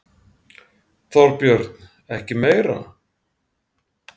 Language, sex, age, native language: Icelandic, male, 40-49, Icelandic